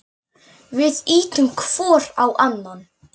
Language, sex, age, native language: Icelandic, male, 9, Icelandic